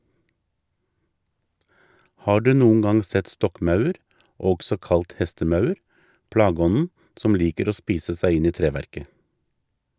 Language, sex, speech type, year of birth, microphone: Norwegian, male, read, 1958, Shure